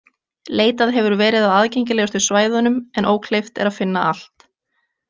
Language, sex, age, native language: Icelandic, female, 20-29, Icelandic